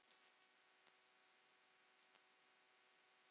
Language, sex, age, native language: Icelandic, female, 9, Icelandic